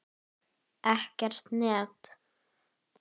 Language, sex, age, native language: Icelandic, female, 10, Icelandic